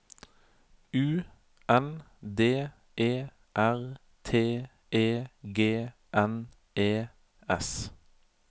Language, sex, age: Norwegian, male, 31